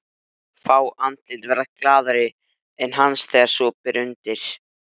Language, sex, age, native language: Icelandic, male, 13, Icelandic